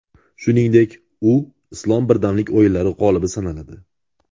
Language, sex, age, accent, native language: Uzbek, male, 18-24, Andijon, Uzbek